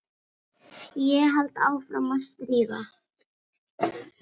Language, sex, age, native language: Icelandic, female, 8, Filipino